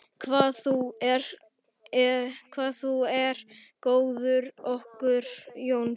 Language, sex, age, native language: Icelandic, male, 11, Icelandic